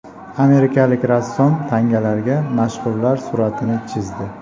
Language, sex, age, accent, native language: Uzbek, male, 25-34, Jizzax, Uzbek